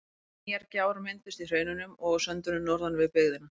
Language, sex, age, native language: Icelandic, female, 30-39, Icelandic